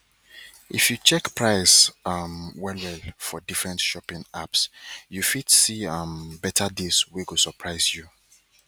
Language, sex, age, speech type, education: Nigerian Pidgin, male, 30-45, spontaneous, tertiary